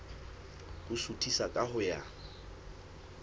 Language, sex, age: Southern Sotho, male, 21